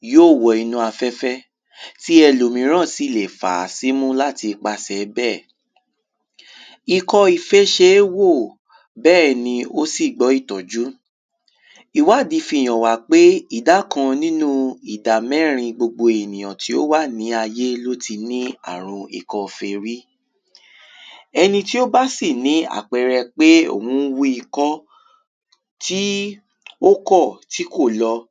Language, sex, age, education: Yoruba, male, 15-29, tertiary